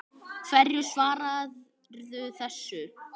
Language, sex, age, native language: Icelandic, male, 10, Icelandic